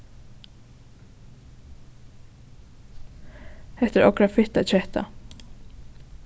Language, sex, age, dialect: Faroese, female, 15-35, Suðuroy